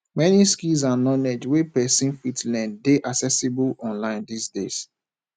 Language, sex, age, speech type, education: Nigerian Pidgin, male, 15-29, spontaneous, tertiary